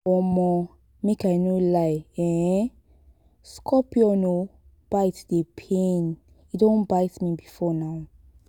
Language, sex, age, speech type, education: Nigerian Pidgin, female, 15-29, spontaneous, tertiary